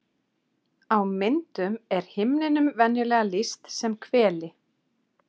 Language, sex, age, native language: Icelandic, female, 30-39, Icelandic